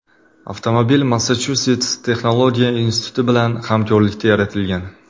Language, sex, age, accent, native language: Uzbek, male, 25-34, Qashqadaryo, Uzbek